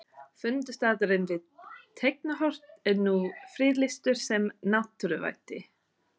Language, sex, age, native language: Icelandic, female, 30-39, English